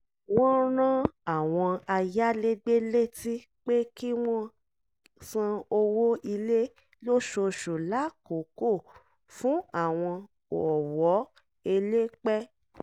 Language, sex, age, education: Yoruba, female, 30-45, tertiary